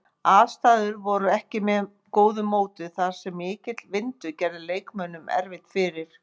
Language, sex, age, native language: Icelandic, female, 50-59, Icelandic